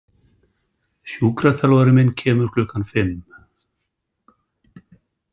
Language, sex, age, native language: Icelandic, male, 60-69, Icelandic